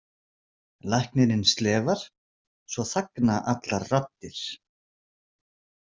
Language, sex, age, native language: Icelandic, male, 40-49, Icelandic